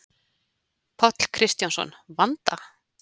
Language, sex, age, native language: Icelandic, female, 40-49, Icelandic